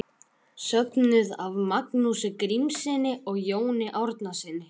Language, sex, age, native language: Icelandic, male, 11, Icelandic